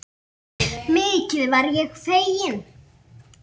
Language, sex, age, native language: Icelandic, female, 8, Icelandic